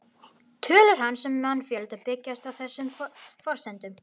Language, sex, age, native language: Icelandic, female, 50-59, Icelandic